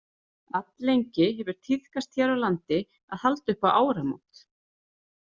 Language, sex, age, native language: Icelandic, female, 30-39, Icelandic